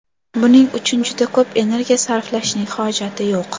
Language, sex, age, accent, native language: Uzbek, female, under 19, Toshkent shahri, Uzbek